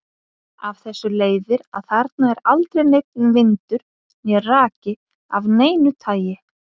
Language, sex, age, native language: Icelandic, female, 50-59, Icelandic